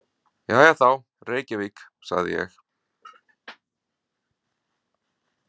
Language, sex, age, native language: Icelandic, male, 40-49, Icelandic